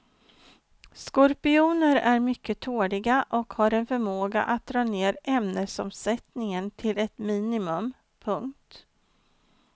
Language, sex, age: Swedish, female, 49